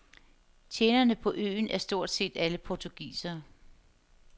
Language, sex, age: Danish, female, 50